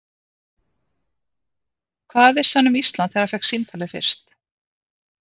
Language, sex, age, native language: Icelandic, female, 50-59, Icelandic